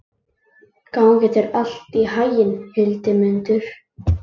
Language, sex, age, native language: Icelandic, male, 18-19, Icelandic